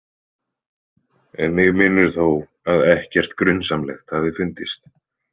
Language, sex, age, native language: Icelandic, male, 20-29, Icelandic